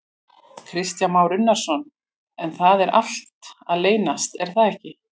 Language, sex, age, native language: Icelandic, female, 40-49, Icelandic